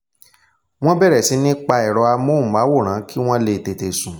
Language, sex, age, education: Yoruba, male, 15-29, tertiary